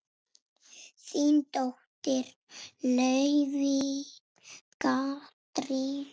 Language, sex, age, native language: Icelandic, female, 6, Icelandic